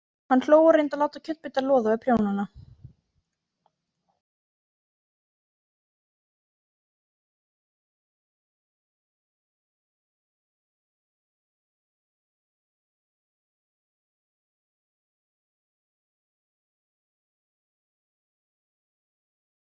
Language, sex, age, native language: Icelandic, female, 14, Icelandic